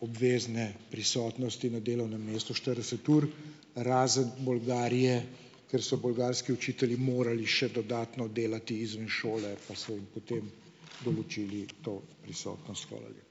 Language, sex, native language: Slovenian, male, Slovenian